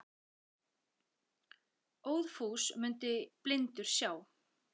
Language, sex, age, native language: Icelandic, female, 40-49, Icelandic